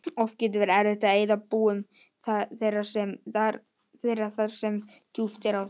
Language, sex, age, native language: Icelandic, male, 18-19, Icelandic